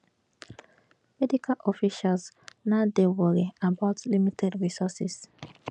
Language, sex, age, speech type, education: Nigerian Pidgin, female, 15-29, spontaneous, tertiary